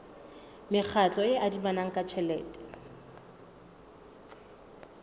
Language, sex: Southern Sotho, female